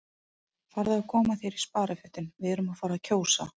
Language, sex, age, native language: Icelandic, female, 30-39, Icelandic